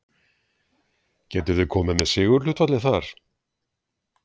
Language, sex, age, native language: Icelandic, male, 60-69, Icelandic